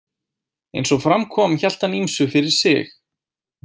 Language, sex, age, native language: Icelandic, male, 18-19, Icelandic